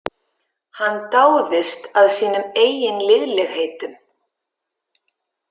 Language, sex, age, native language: Icelandic, female, 50-59, Icelandic